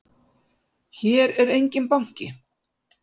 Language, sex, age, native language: Icelandic, female, 50-59, Icelandic